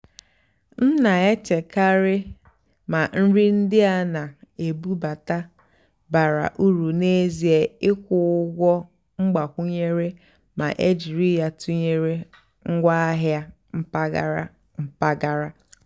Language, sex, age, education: Igbo, female, 15-29, tertiary